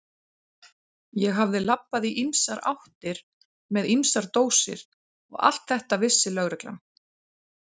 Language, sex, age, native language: Icelandic, female, 40-49, Icelandic